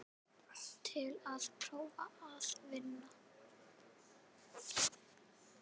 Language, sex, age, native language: Icelandic, female, 10, Icelandic